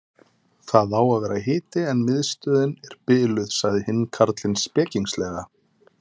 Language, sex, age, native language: Icelandic, male, 30-39, Icelandic